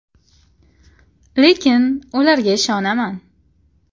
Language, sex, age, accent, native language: Uzbek, female, 18-24, Qashqadaryo, Uzbek